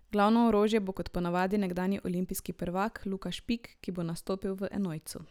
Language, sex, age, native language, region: Slovenian, male, 18-29, Slovenian, Drava region